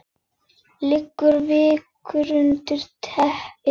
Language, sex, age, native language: Icelandic, female, 10, Icelandic